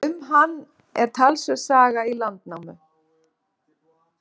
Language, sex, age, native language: Icelandic, female, 40-49, Icelandic